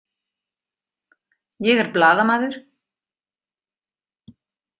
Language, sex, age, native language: Icelandic, female, 50-59, Icelandic